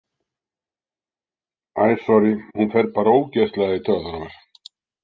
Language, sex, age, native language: Icelandic, male, 60-69, Icelandic